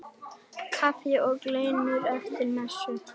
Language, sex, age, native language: Icelandic, female, 10, Icelandic